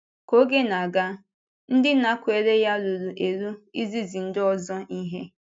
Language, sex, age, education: Igbo, female, 15-29, tertiary